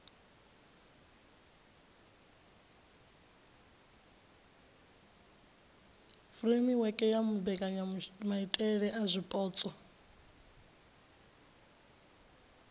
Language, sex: Venda, female